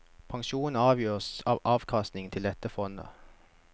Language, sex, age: Norwegian, male, 21